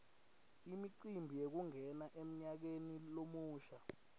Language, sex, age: Swati, male, 19